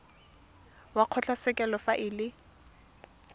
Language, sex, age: Tswana, female, 18